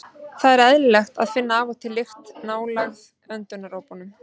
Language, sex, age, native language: Icelandic, female, 30-39, Icelandic